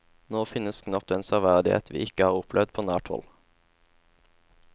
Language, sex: Norwegian, male